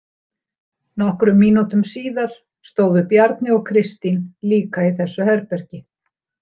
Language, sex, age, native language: Icelandic, female, 60-69, Icelandic